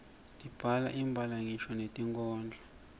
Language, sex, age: Swati, male, 24